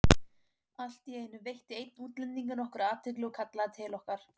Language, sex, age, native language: Icelandic, female, 18-19, Icelandic